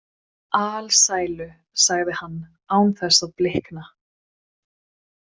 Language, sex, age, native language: Icelandic, female, 20-29, Swedish